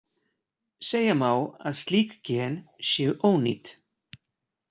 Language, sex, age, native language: Icelandic, male, 40-49, Icelandic